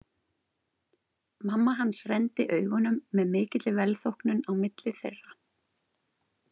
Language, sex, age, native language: Icelandic, female, 30-39, Icelandic